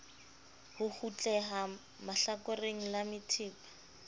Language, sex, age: Southern Sotho, female, 25